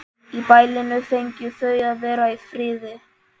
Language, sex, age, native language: Icelandic, male, 11, Icelandic